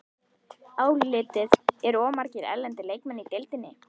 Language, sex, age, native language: Icelandic, female, 11, Icelandic